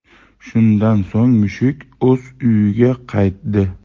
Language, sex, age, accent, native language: Uzbek, male, 35+, Farg'ona, Uzbek